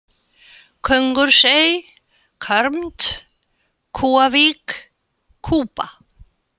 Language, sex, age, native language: Icelandic, female, 80-89, Icelandic